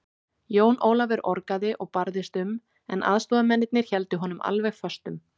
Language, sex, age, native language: Icelandic, female, 18-19, Icelandic